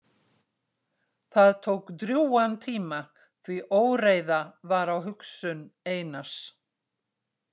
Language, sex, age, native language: Icelandic, female, 60-69, Icelandic